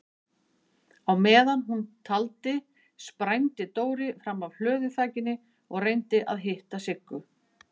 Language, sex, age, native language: Icelandic, female, 50-59, Icelandic